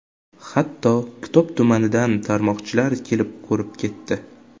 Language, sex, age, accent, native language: Uzbek, male, 18-24, Jizzax, Uzbek